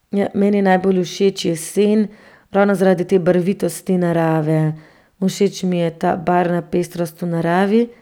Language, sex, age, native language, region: Slovenian, female, 30-49, Slovenian, Central Slovenia